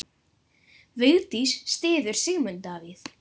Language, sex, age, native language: Icelandic, female, 10, Icelandic